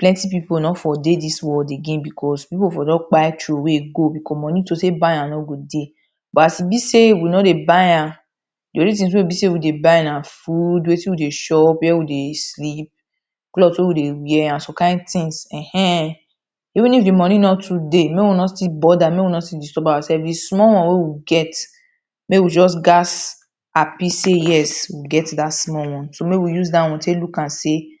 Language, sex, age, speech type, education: Nigerian Pidgin, female, 30-45, spontaneous, tertiary